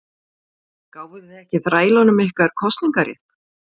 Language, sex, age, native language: Icelandic, female, 40-49, Icelandic